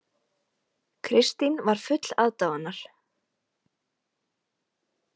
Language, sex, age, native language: Icelandic, female, 20-29, Icelandic